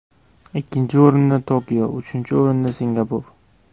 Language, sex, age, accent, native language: Uzbek, male, 18-24, Jizzax, Uzbek